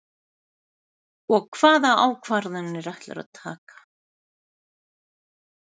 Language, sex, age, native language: Icelandic, female, 70-79, Icelandic